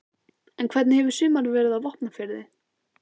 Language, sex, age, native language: Icelandic, female, 14, Icelandic